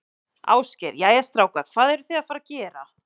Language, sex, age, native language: Icelandic, male, 11, Icelandic